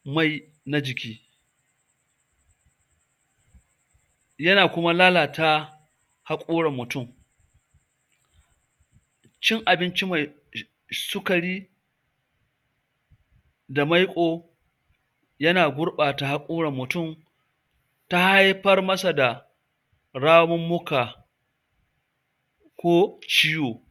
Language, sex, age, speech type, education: Hausa, male, 46-60, spontaneous, tertiary